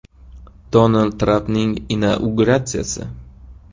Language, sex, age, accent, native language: Uzbek, male, 18-24, Qashqadaryo, Uzbek